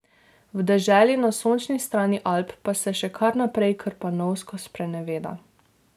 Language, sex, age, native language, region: Slovenian, female, 18-29, Slovenian, Drava region